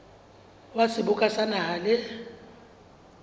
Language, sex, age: Southern Sotho, female, 35